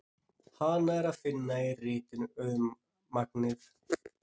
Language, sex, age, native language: Icelandic, male, 30-39, Icelandic